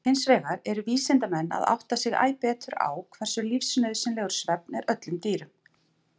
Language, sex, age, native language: Icelandic, female, 40-49, Icelandic